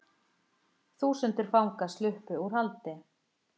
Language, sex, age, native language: Icelandic, female, 50-59, Icelandic